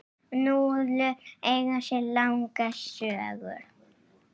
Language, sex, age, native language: Icelandic, female, 7, Icelandic